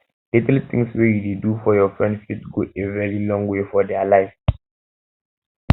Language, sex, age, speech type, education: Nigerian Pidgin, male, 15-29, spontaneous, tertiary